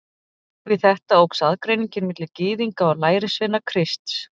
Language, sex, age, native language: Icelandic, female, 40-49, Icelandic